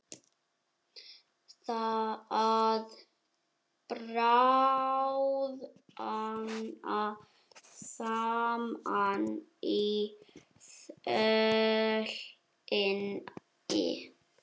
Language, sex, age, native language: Icelandic, male, 6, Icelandic